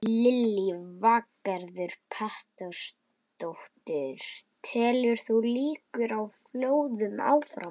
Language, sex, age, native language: Icelandic, male, 11, Icelandic